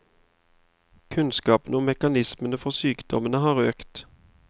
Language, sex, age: Norwegian, male, 31